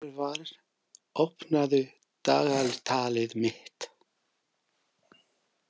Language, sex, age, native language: Icelandic, male, 50-59, English